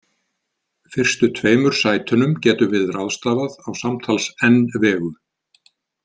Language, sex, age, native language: Icelandic, male, 50-59, Icelandic